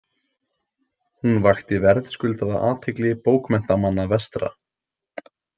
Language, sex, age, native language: Icelandic, male, 18-19, Icelandic